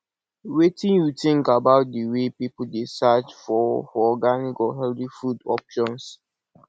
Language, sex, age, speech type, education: Nigerian Pidgin, male, 46-60, spontaneous, tertiary